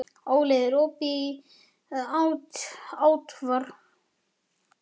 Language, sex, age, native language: Icelandic, male, 11, Icelandic